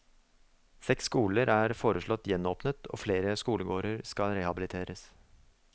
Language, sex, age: Norwegian, male, 24